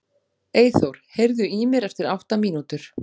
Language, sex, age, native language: Icelandic, female, 40-49, Icelandic